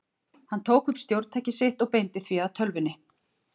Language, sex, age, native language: Icelandic, female, 40-49, Icelandic